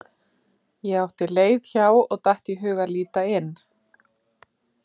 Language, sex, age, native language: Icelandic, female, 40-49, Icelandic